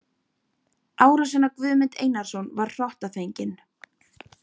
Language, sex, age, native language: Icelandic, female, 18-19, Icelandic